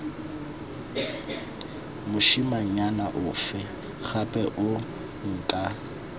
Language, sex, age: Tswana, male, 21